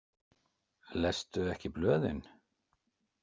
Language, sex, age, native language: Icelandic, male, 50-59, Icelandic